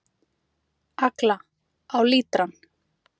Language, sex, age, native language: Icelandic, female, 30-39, Icelandic